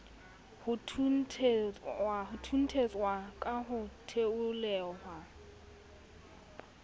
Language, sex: Southern Sotho, female